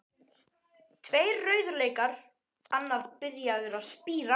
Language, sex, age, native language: Icelandic, male, 12, Icelandic